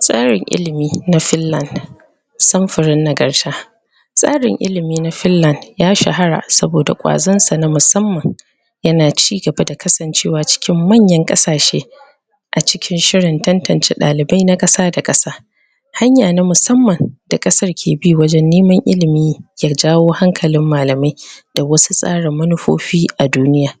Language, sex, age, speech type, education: Hausa, female, 30-45, spontaneous, tertiary